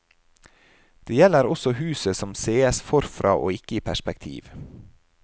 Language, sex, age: Norwegian, male, 30